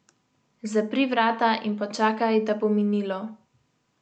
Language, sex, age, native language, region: Slovenian, female, 18-29, Slovenian, Central Slovenia